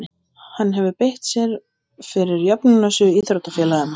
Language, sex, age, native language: Icelandic, male, 20-29, Icelandic